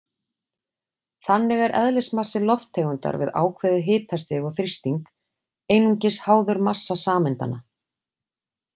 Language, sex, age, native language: Icelandic, female, 40-49, Icelandic